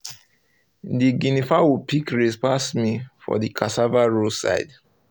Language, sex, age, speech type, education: Nigerian Pidgin, male, 30-45, spontaneous, tertiary